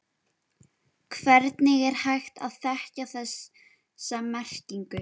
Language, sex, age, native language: Icelandic, female, 11, Icelandic